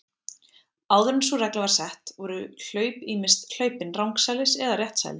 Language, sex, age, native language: Icelandic, female, 20-29, Icelandic